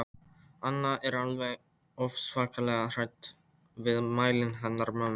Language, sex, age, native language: Icelandic, male, 13, Polish